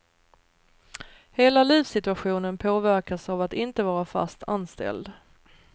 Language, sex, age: Swedish, female, 39